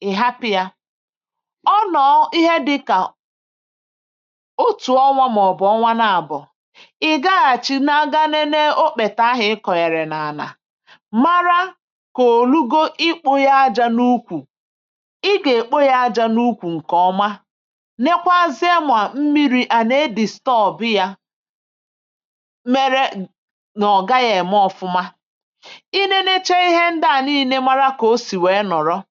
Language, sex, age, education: Igbo, female, 46-60, tertiary